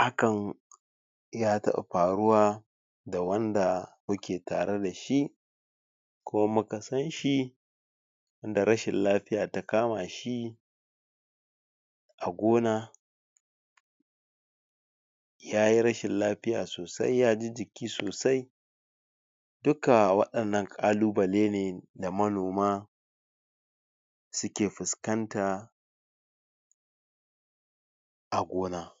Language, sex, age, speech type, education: Hausa, male, 46-60, spontaneous, tertiary